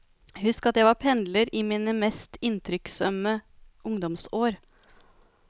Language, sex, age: Norwegian, female, 33